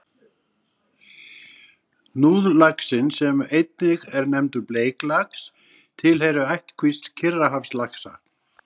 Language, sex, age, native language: Icelandic, male, 60-69, Icelandic